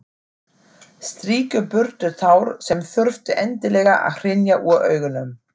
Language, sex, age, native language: Icelandic, female, 40-49, German